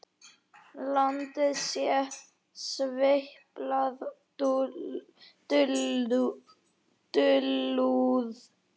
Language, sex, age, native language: Icelandic, male, 9, Icelandic